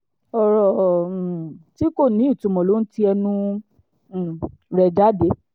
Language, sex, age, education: Yoruba, female, 15-29, tertiary